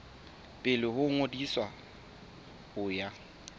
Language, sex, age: Southern Sotho, male, 21